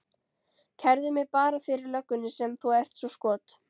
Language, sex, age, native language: Icelandic, female, 13, Icelandic